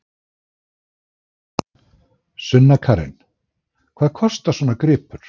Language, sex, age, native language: Icelandic, male, 60-69, Icelandic